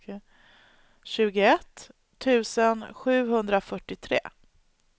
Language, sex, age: Swedish, female, 39